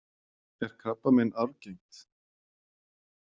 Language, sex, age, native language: Icelandic, male, 40-49, Icelandic